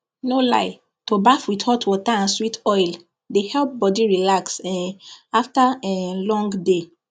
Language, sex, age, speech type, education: Nigerian Pidgin, female, 15-29, spontaneous, tertiary